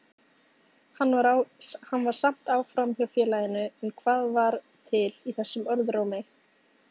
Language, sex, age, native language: Icelandic, female, 18-19, Icelandic